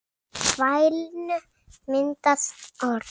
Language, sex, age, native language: Icelandic, female, 6, Icelandic